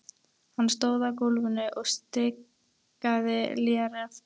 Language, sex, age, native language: Icelandic, female, 13, Icelandic